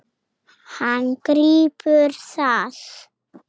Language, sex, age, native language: Icelandic, female, 7, Icelandic